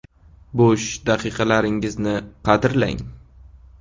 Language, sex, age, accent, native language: Uzbek, male, 18-24, Qashqadaryo, Uzbek